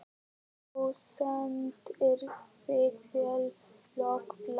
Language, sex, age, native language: Icelandic, male, 11, Icelandic